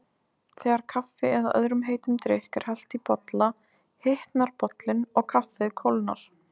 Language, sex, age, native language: Icelandic, female, 20-29, Icelandic